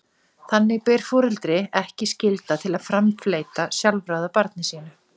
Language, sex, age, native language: Icelandic, female, 40-49, Icelandic